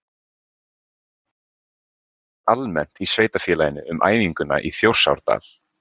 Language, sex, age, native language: Icelandic, male, 20-29, Icelandic